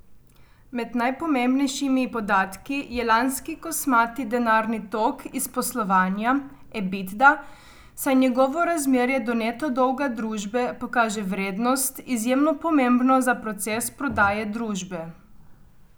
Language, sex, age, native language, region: Slovenian, female, 18-29, Slovenian, Coastal Karst region